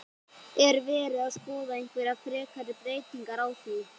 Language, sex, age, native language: Icelandic, female, 12, Icelandic